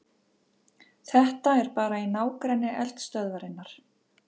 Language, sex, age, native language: Icelandic, female, 50-59, Icelandic